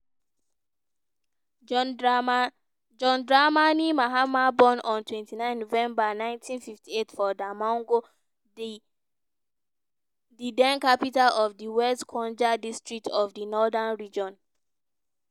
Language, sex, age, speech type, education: Nigerian Pidgin, female, 15-29, spontaneous, tertiary